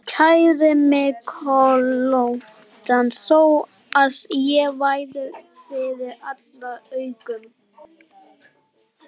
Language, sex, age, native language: Icelandic, male, 12, Icelandic